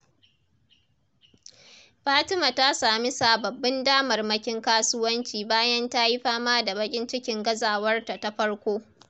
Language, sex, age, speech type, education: Hausa, female, 30-45, read, tertiary